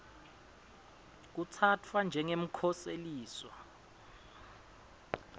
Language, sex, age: Swati, male, 22